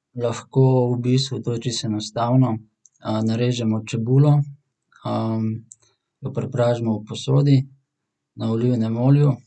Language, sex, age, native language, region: Slovenian, male, 18-29, Slovenian, Central Slovenia